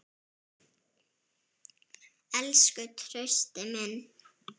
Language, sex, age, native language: Icelandic, female, 7, Icelandic